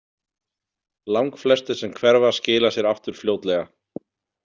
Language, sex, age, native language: Icelandic, male, 40-49, Icelandic